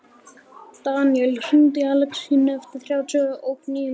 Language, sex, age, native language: Icelandic, male, 11, Icelandic